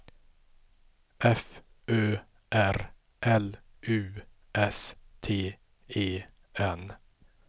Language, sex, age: Swedish, male, 50